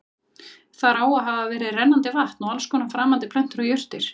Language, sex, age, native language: Icelandic, female, 30-39, Icelandic